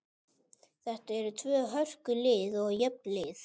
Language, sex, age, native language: Icelandic, male, 30-39, Icelandic